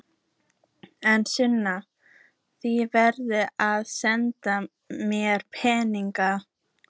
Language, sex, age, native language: Icelandic, female, 14, Icelandic